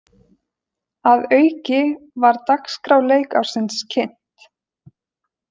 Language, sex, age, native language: Icelandic, female, 20-29, Icelandic